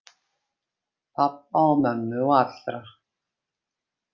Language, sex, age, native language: Icelandic, female, 50-59, Icelandic